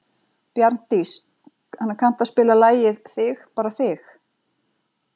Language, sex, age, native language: Icelandic, female, 40-49, Icelandic